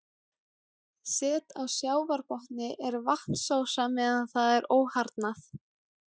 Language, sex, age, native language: Icelandic, female, 17, Icelandic